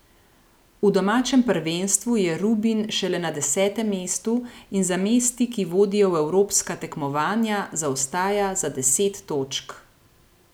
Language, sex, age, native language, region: Slovenian, female, 30-49, Slovenian, Gorenjska region